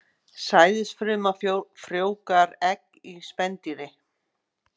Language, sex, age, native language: Icelandic, female, 50-59, Icelandic